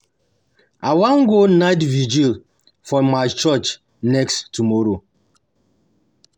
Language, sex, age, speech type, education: Nigerian Pidgin, male, 30-45, spontaneous, tertiary